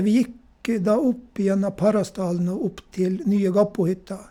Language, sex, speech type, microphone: Norwegian, male, spontaneous, Shure